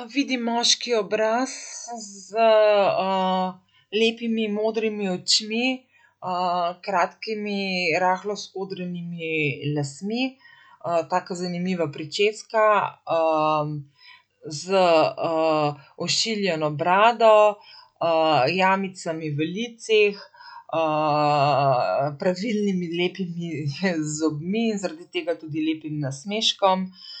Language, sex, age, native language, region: Slovenian, female, 50-59, Slovenian, Central Slovenia